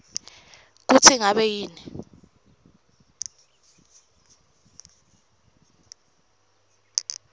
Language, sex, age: Swati, female, 23